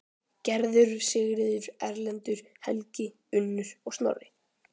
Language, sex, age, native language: Icelandic, male, 12, Icelandic